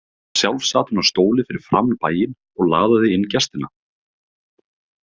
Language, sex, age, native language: Icelandic, male, 30-39, Icelandic